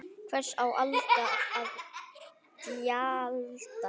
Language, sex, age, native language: Icelandic, male, 8, Icelandic